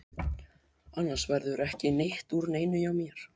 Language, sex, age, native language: Icelandic, male, 12, Icelandic